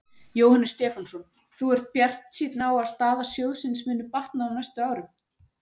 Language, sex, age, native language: Icelandic, female, 40-49, Icelandic